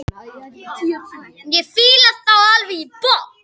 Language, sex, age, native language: Icelandic, male, 18-19, Icelandic